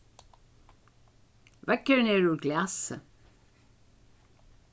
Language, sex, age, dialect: Faroese, female, 61+, Suðurstreymoy